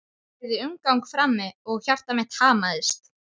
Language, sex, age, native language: Icelandic, male, 12, Icelandic